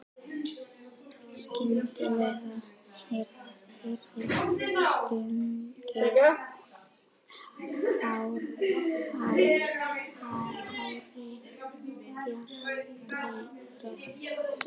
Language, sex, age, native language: Icelandic, female, 12, Icelandic